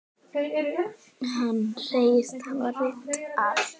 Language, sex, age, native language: Icelandic, female, 9, Icelandic